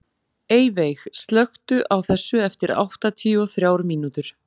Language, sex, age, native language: Icelandic, female, 40-49, Icelandic